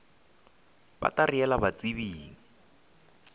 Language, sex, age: Northern Sotho, male, 20